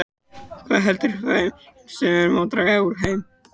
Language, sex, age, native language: Icelandic, male, 18-19, Icelandic